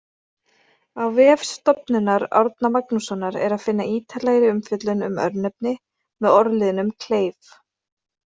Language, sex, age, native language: Icelandic, female, 30-39, Icelandic